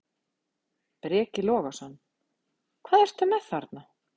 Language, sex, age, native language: Icelandic, female, 50-59, Icelandic